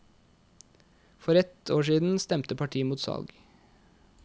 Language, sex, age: Norwegian, male, 21